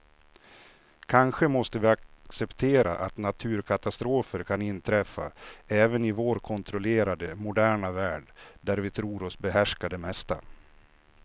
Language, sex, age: Swedish, male, 56